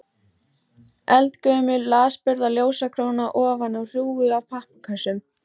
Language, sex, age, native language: Icelandic, female, 14, Icelandic